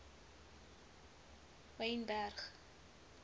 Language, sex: English, female